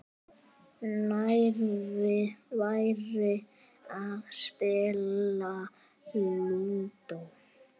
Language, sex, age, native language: Icelandic, male, 8, Icelandic